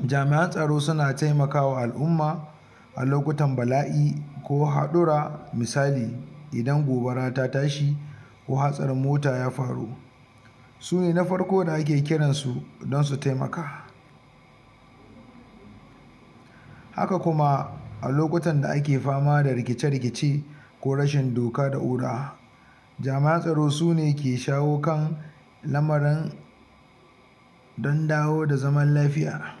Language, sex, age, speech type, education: Hausa, male, 60+, spontaneous, tertiary